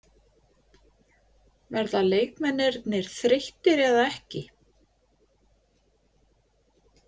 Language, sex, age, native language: Icelandic, female, 50-59, Icelandic